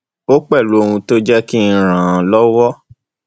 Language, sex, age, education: Yoruba, male, 15-29, tertiary